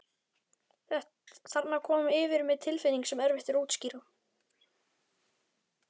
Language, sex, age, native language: Icelandic, male, 11, Icelandic